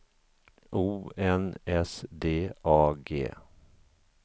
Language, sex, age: Swedish, male, 50